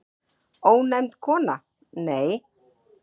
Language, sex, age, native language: Icelandic, female, 40-49, Icelandic